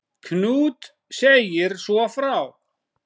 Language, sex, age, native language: Icelandic, female, 9, Icelandic